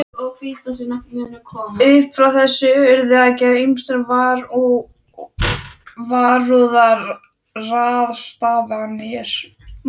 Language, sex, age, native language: Icelandic, female, 13, Icelandic